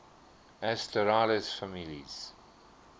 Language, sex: English, male